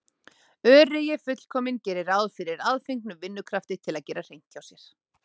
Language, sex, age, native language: Icelandic, female, 30-39, Icelandic